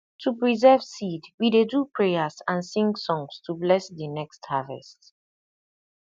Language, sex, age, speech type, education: Nigerian Pidgin, female, 30-45, spontaneous, tertiary